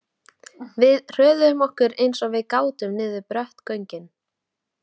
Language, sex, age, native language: Icelandic, female, 20-29, Icelandic